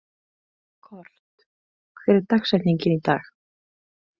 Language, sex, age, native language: Icelandic, female, 20-29, Icelandic